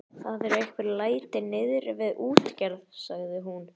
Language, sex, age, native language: Icelandic, male, 11, Icelandic